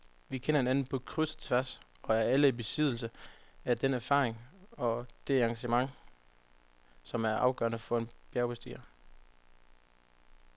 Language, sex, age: Danish, male, 25